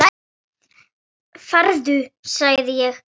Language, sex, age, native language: Icelandic, female, 8, Icelandic